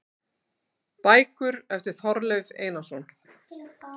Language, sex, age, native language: Icelandic, female, 18-19, Icelandic